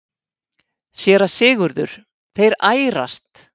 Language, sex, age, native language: Icelandic, female, 50-59, Icelandic